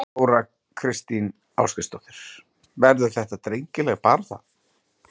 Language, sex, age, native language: Icelandic, male, 30-39, Icelandic